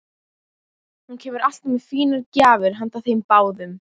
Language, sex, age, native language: Icelandic, other, 12, Icelandic